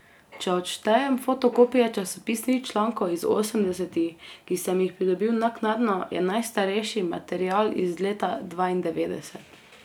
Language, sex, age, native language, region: Slovenian, female, 18-29, Slovenian, Carinthia region